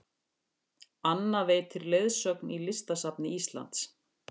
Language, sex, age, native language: Icelandic, female, 50-59, Icelandic